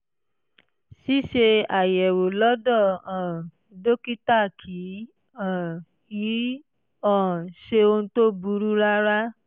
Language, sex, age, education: Yoruba, female, 15-29, tertiary